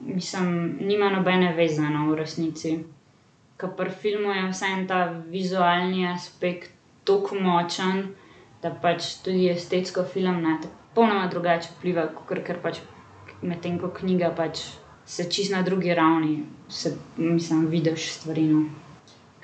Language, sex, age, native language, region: Slovenian, female, 18-29, Slovenian, Central Slovenia